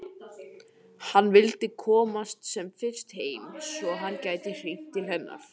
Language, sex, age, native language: Icelandic, male, 18-19, Icelandic